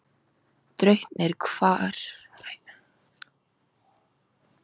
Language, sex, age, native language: Icelandic, female, 18-19, Icelandic